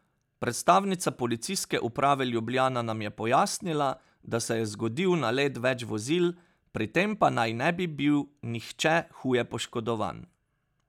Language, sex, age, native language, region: Slovenian, male, 30-49, Slovenian, Pomurje region